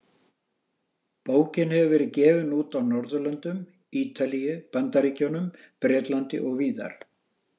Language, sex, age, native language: Icelandic, male, 60-69, Icelandic